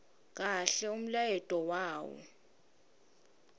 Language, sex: Swati, female